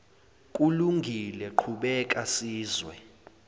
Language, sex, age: Zulu, male, 20